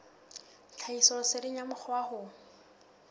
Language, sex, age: Southern Sotho, female, 19